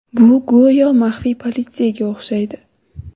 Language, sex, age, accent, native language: Uzbek, female, under 19, Toshkent shahri, Uzbek